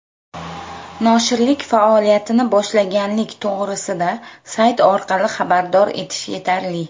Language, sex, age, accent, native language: Uzbek, female, 25-34, Samarqand, Uzbek